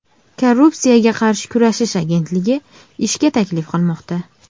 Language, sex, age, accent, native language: Uzbek, female, 19-29, Farg'ona, Uzbek